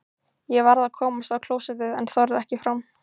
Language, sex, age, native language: Icelandic, female, 15, Icelandic